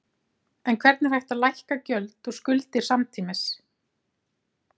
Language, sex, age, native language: Icelandic, female, 30-39, Icelandic